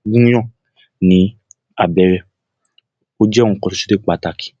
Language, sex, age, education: Yoruba, male, 15-29, tertiary